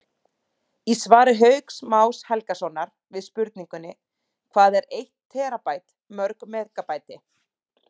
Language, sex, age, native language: Icelandic, female, 30-39, Icelandic